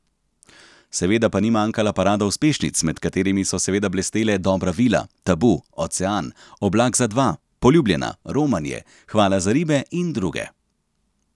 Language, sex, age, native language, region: Slovenian, male, 30-49, Slovenian, Central Slovenia